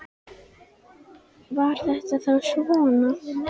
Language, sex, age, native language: Icelandic, female, 10, Icelandic